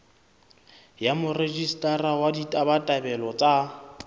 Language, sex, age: Southern Sotho, male, 26